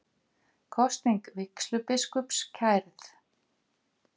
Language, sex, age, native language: Icelandic, female, 50-59, Icelandic